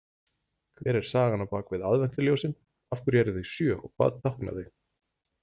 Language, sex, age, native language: Icelandic, male, 40-49, Icelandic